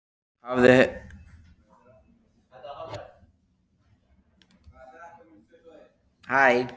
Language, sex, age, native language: Icelandic, male, 13, Icelandic